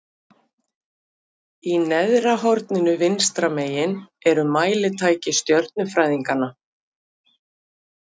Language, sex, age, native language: Icelandic, female, 50-59, Icelandic